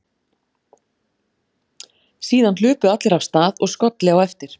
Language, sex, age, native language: Icelandic, female, 40-49, Icelandic